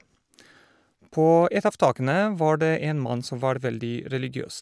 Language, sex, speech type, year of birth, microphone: Norwegian, male, spontaneous, 1973, Shure